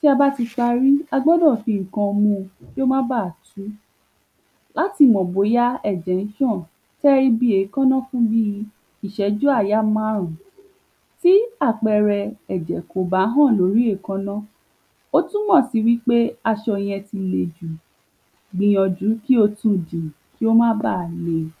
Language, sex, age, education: Yoruba, female, 15-29, tertiary